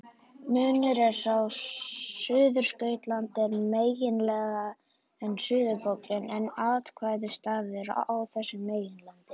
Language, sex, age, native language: Icelandic, male, 40-49, Icelandic